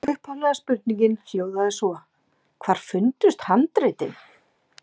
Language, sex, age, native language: Icelandic, female, 50-59, Icelandic